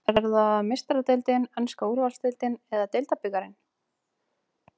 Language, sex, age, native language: Icelandic, female, 30-39, Icelandic